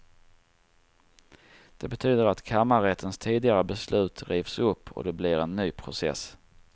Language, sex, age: Swedish, male, 34